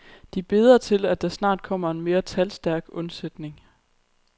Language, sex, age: Danish, female, 23